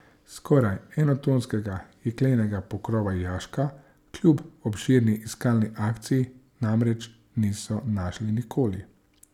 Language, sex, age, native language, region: Slovenian, male, 30-49, Slovenian, Savinja region